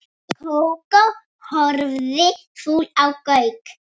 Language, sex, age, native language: Icelandic, female, 6, Icelandic